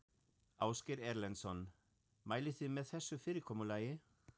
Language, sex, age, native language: Icelandic, male, 40-49, German